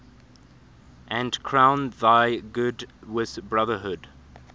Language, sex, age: English, male, 24